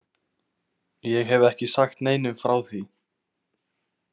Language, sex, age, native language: Icelandic, male, 18-19, Icelandic